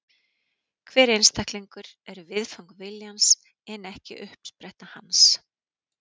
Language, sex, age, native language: Icelandic, female, 40-49, Icelandic